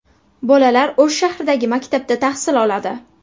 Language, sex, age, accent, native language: Uzbek, female, 18-24, Buxoro, Uzbek